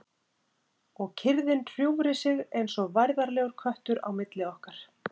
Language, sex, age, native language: Icelandic, female, 30-39, Icelandic